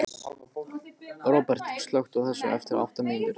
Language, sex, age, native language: Icelandic, male, 15, Icelandic